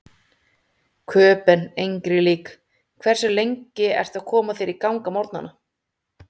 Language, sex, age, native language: Icelandic, female, 30-39, Icelandic